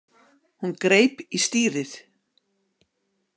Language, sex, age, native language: Icelandic, female, 60-69, Icelandic